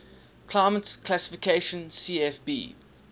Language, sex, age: English, male, 19